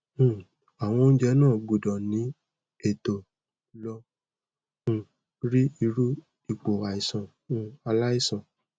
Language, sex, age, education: Yoruba, male, 15-29, tertiary